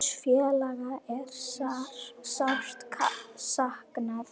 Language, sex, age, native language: Icelandic, female, 9, Icelandic